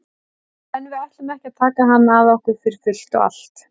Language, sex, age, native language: Icelandic, female, 40-49, Icelandic